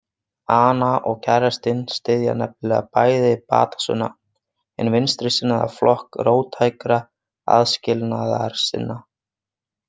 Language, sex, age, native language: Icelandic, male, 20-29, Icelandic